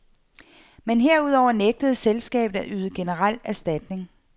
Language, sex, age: Danish, female, 48